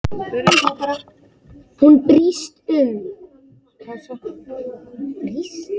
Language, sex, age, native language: Icelandic, female, 8, Icelandic